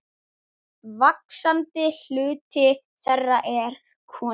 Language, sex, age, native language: Icelandic, male, 10, Icelandic